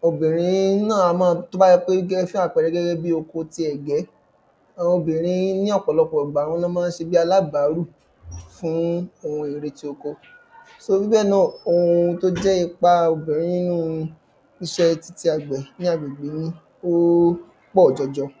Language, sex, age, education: Yoruba, male, 15-29, secondary